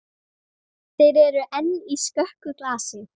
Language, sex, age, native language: Icelandic, female, 13, Icelandic